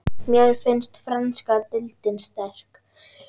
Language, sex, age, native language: Icelandic, female, 10, Icelandic